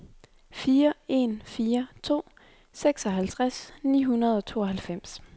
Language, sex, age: Danish, female, 23